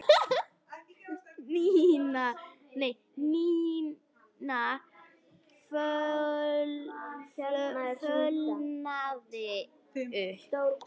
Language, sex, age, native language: Icelandic, female, 9, Icelandic